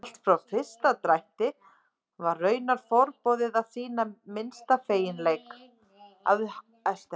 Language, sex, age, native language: Icelandic, female, 30-39, Icelandic